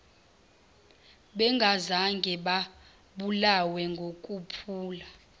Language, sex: Zulu, female